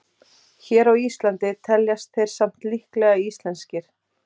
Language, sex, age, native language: Icelandic, female, 30-39, Icelandic